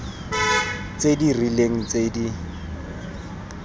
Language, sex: Tswana, male